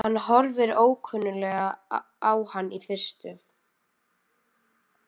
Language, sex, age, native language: Icelandic, female, 12, Icelandic